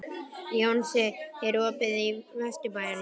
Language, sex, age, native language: Icelandic, male, 11, Icelandic